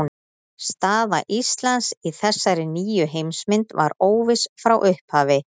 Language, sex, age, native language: Icelandic, female, 30-39, Icelandic